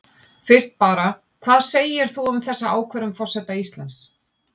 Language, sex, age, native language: Icelandic, female, 50-59, Icelandic